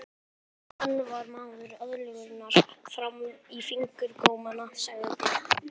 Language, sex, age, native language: Icelandic, male, 11, Icelandic